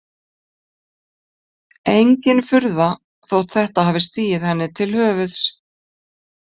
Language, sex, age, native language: Icelandic, female, 50-59, Icelandic